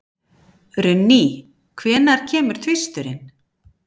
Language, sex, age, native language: Icelandic, female, 50-59, Icelandic